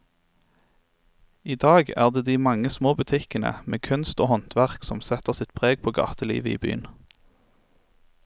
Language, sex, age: Norwegian, male, 23